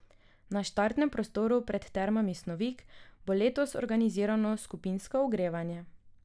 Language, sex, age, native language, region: Slovenian, female, 18-29, Slovenian, Drava region